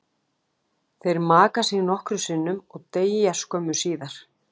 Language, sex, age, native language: Icelandic, female, 18-19, Icelandic